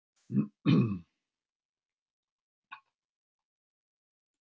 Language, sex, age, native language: Icelandic, male, 70-79, Icelandic